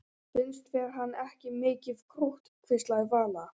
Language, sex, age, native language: Icelandic, male, 11, Icelandic